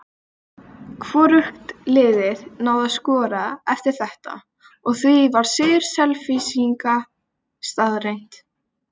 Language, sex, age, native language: Icelandic, female, 20-29, Icelandic